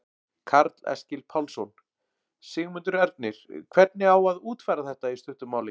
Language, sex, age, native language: Icelandic, male, 40-49, Icelandic